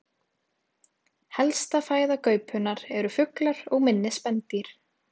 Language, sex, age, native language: Icelandic, female, 18-19, Icelandic